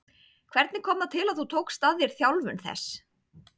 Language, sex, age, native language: Icelandic, female, 30-39, Icelandic